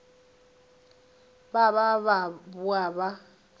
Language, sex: Northern Sotho, female